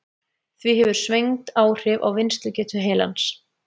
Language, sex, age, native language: Icelandic, female, 30-39, Icelandic